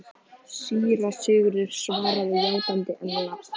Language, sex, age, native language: Icelandic, female, 14, Icelandic